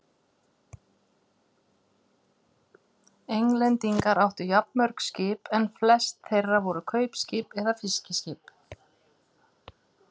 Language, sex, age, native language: Icelandic, female, 50-59, Icelandic